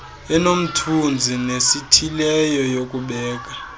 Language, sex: Xhosa, male